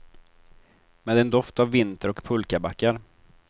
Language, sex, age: Swedish, male, 23